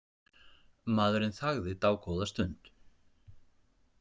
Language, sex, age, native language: Icelandic, male, 40-49, Icelandic